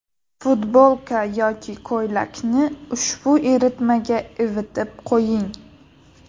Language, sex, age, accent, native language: Uzbek, female, 18-24, Sirdaryo, Uzbek